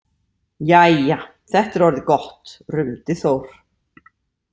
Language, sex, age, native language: Icelandic, female, 40-49, Icelandic